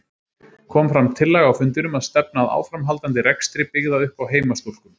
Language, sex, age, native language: Icelandic, male, 30-39, Icelandic